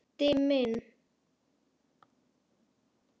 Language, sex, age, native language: Icelandic, male, 10, Icelandic